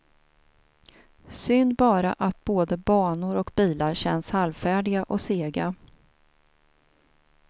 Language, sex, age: Swedish, female, 42